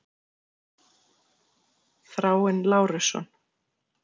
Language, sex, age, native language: Icelandic, female, 40-49, Icelandic